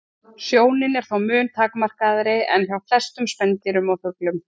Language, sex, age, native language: Icelandic, female, 40-49, Icelandic